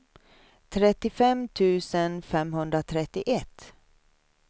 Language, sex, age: Swedish, female, 53